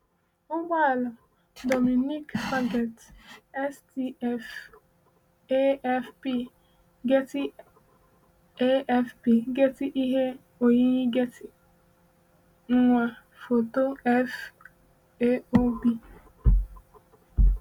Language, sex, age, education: Igbo, female, 15-29, tertiary